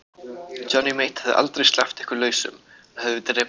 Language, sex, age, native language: Icelandic, other, 18-19, Icelandic